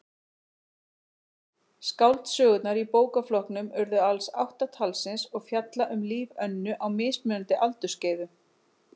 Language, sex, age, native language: Icelandic, female, 40-49, Icelandic